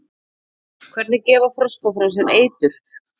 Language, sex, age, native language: Icelandic, female, 40-49, Icelandic